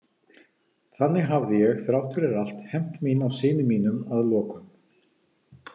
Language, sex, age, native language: Icelandic, male, 50-59, Icelandic